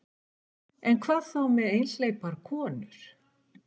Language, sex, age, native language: Icelandic, female, 60-69, Icelandic